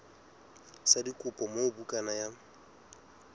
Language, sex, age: Southern Sotho, male, 20